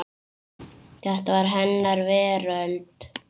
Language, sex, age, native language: Icelandic, male, 8, Icelandic